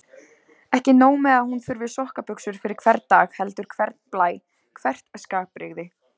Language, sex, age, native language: Icelandic, female, 20-29, Icelandic